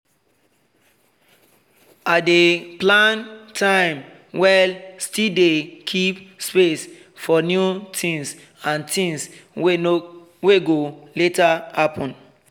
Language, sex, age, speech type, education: Nigerian Pidgin, male, 30-45, spontaneous, tertiary